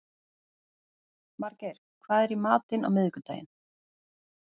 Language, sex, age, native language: Icelandic, female, 40-49, Icelandic